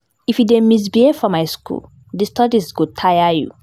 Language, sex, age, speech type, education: Nigerian Pidgin, female, 15-29, spontaneous, tertiary